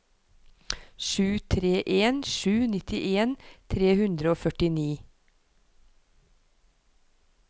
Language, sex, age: Norwegian, female, 43